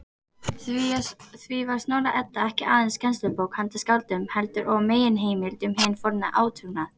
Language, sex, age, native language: Icelandic, female, 18-19, Icelandic